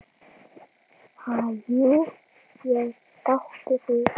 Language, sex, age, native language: Icelandic, female, 10, Icelandic